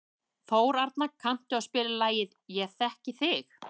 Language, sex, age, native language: Icelandic, female, 30-39, Icelandic